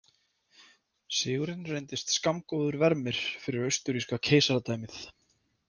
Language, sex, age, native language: Icelandic, male, 30-39, Icelandic